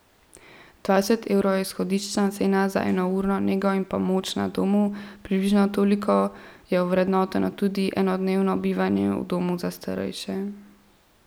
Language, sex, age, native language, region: Slovenian, female, 12-17, Slovenian, Central Slovenia